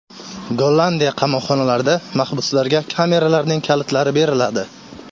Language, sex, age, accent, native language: Uzbek, male, 18-24, Surxondaryo, Uzbek